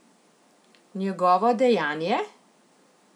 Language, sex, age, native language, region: Slovenian, female, 50-59, Slovenian, Central Slovenia